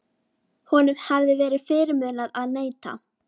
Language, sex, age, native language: Icelandic, female, 12, Icelandic